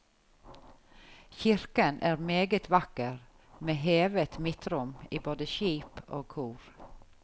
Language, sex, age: Norwegian, female, 51